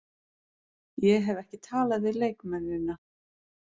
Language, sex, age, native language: Icelandic, female, 40-49, Icelandic